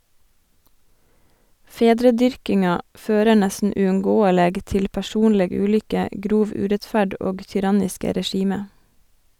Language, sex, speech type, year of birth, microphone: Norwegian, female, read, 1987, Sennheiser